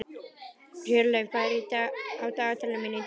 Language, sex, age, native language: Icelandic, male, 11, Icelandic